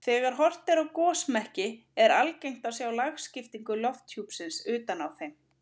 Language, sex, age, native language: Icelandic, female, 30-39, Icelandic